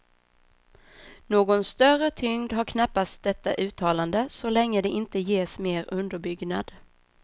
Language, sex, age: Swedish, female, 26